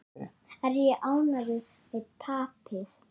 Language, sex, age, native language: Icelandic, male, 9, Icelandic